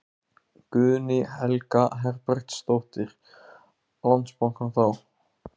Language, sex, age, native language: Icelandic, male, 15, Icelandic